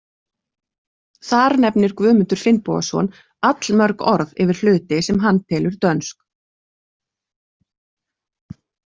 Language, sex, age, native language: Icelandic, female, 40-49, Icelandic